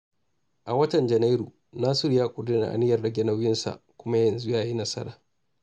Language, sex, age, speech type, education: Hausa, male, 30-45, spontaneous, tertiary